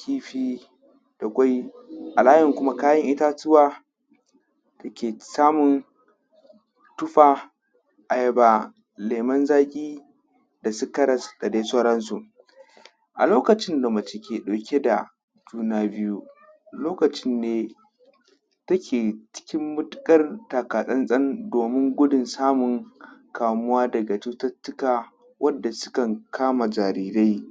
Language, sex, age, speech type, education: Hausa, male, 15-29, spontaneous, tertiary